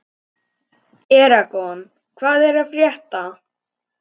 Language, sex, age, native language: Icelandic, male, 11, Icelandic